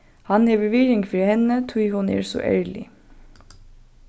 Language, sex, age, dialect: Faroese, female, 15-35, Norðurstreymoy/Eysturoy